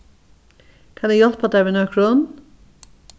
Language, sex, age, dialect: Faroese, female, 61+, Norðurstreymoy/Eysturoy